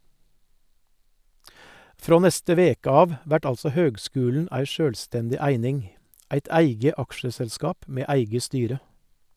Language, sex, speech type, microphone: Norwegian, male, read, Sennheiser